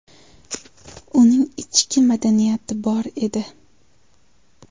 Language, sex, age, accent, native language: Uzbek, female, 18-24, Andijon, Uzbek